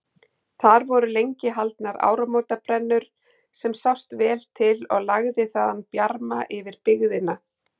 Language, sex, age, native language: Icelandic, female, 40-49, Icelandic